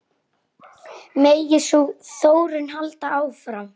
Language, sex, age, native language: Icelandic, female, 9, Icelandic